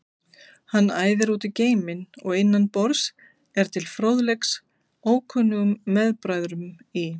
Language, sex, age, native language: Icelandic, female, 50-59, Icelandic